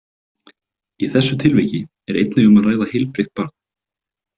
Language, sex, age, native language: Icelandic, male, 20-29, Icelandic